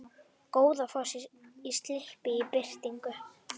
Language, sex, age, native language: Icelandic, female, 18-19, Icelandic